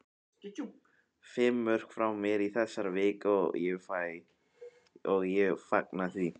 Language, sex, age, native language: Icelandic, male, 18-19, Icelandic